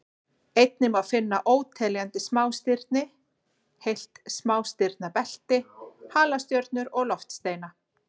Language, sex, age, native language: Icelandic, female, 40-49, Icelandic